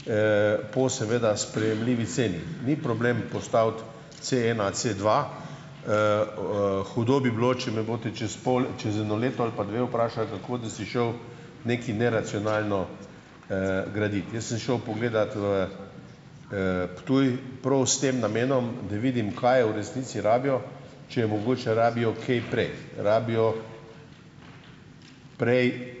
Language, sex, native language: Slovenian, male, Slovenian